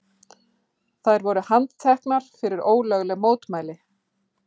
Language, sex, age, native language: Icelandic, female, 40-49, Icelandic